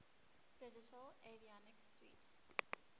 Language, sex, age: English, female, 19